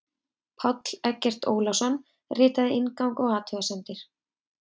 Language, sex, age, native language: Icelandic, female, 30-39, Icelandic